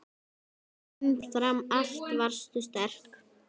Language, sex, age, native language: Icelandic, female, 10, Icelandic